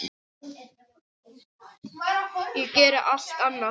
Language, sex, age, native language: Icelandic, female, 10, English